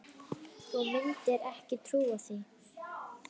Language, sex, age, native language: Icelandic, female, 9, Icelandic